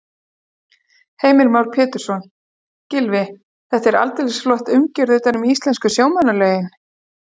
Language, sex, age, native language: Icelandic, female, 40-49, Icelandic